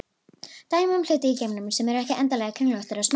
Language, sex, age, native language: Icelandic, female, 18-19, Icelandic